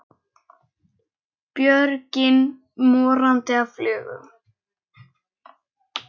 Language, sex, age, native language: Icelandic, male, 10, Icelandic